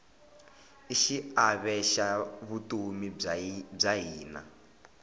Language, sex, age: Tsonga, male, 21